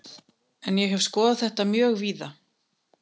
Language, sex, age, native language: Icelandic, female, 30-39, Icelandic